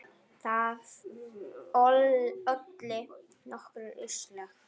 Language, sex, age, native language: Icelandic, female, 9, Icelandic